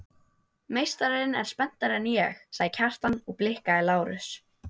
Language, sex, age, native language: Icelandic, female, 12, Icelandic